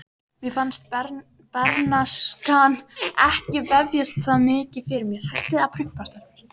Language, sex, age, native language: Icelandic, female, 13, Icelandic